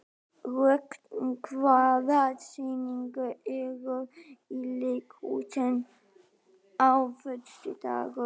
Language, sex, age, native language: Icelandic, female, 12, Icelandic